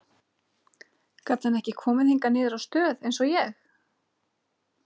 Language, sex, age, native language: Icelandic, female, 30-39, Icelandic